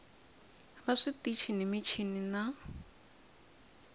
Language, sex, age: Tsonga, female, 20